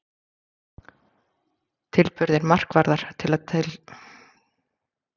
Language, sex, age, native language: Icelandic, female, 40-49, Icelandic